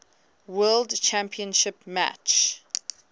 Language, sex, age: English, female, 19